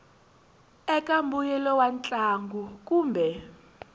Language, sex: Tsonga, female